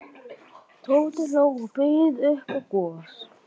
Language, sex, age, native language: Icelandic, male, 11, Icelandic